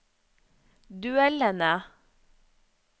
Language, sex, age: Norwegian, female, 34